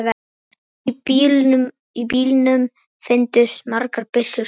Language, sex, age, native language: Icelandic, male, 10, Icelandic